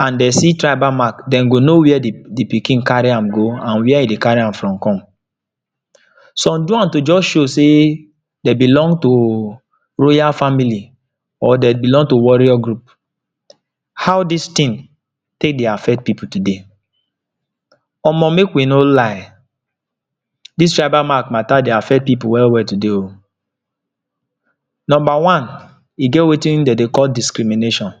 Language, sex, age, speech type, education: Nigerian Pidgin, male, 46-60, spontaneous, tertiary